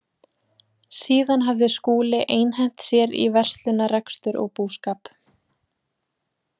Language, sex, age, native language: Icelandic, female, 20-29, Icelandic